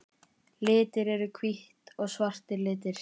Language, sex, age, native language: Icelandic, male, 20-29, Icelandic